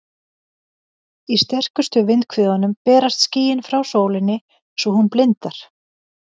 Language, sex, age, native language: Icelandic, female, 50-59, Icelandic